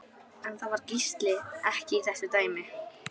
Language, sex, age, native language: Icelandic, male, 11, Icelandic